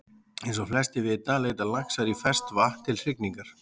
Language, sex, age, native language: Icelandic, male, 40-49, Icelandic